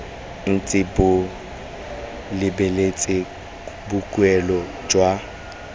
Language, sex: Tswana, male